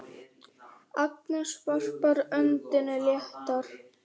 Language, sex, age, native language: Icelandic, female, 9, Icelandic